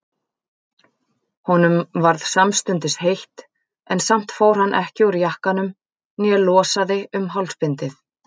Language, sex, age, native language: Icelandic, female, 40-49, Icelandic